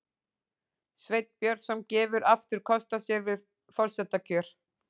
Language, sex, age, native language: Icelandic, female, 40-49, Icelandic